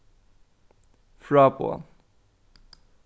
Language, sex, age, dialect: Faroese, male, 15-35, Norðuroyggjar